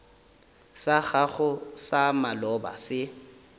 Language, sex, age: Northern Sotho, male, 30